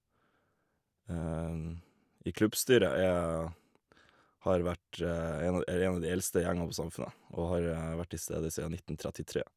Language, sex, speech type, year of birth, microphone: Norwegian, male, spontaneous, 1991, Shure